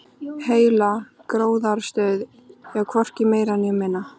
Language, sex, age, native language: Icelandic, female, 13, Icelandic